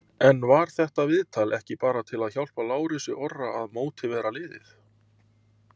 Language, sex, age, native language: Icelandic, male, 30-39, Icelandic